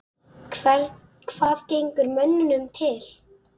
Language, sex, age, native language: Icelandic, female, 10, Icelandic